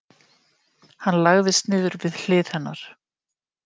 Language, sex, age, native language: Icelandic, female, 50-59, Icelandic